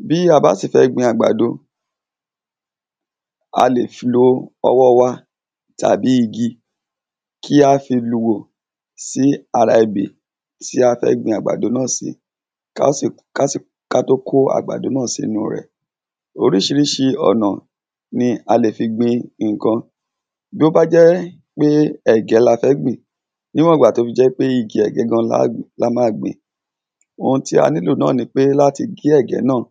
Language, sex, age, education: Yoruba, male, 30-45, secondary